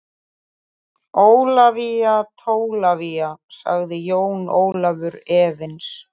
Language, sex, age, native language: Icelandic, female, 30-39, Icelandic